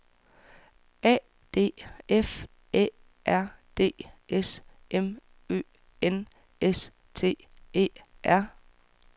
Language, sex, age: Danish, female, 44